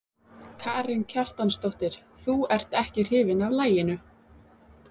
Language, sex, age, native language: Icelandic, female, 30-39, Icelandic